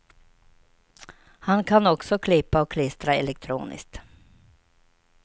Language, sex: Swedish, female